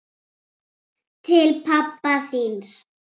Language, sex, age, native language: Icelandic, female, 8, Icelandic